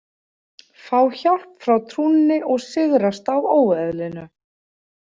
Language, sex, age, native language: Icelandic, female, 40-49, Icelandic